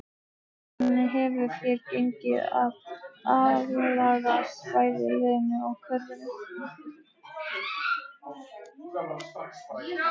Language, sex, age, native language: Icelandic, male, 15, Icelandic